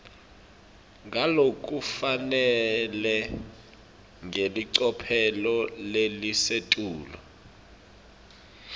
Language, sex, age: Swati, male, 24